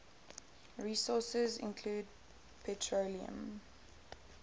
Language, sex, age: English, female, 18